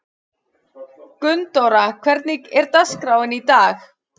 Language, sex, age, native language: Icelandic, female, 40-49, Icelandic